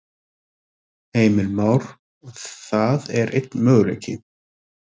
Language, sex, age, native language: Icelandic, male, 30-39, Icelandic